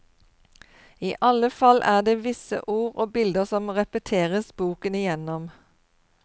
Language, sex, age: Norwegian, female, 52